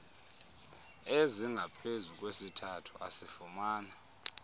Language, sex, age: Xhosa, male, 30